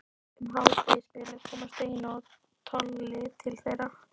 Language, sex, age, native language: Icelandic, female, 12, Icelandic